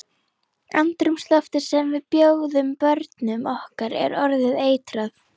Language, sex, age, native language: Icelandic, female, 11, Icelandic